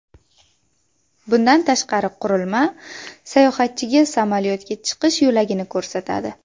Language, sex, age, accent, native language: Uzbek, female, 19-29, Qashqadaryo, Uzbek